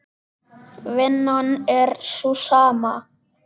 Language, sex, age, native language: Icelandic, male, 10, Icelandic